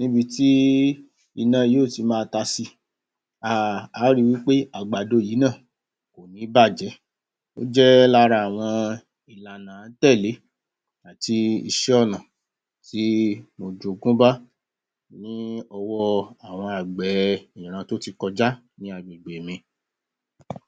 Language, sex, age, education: Yoruba, male, 46-60, tertiary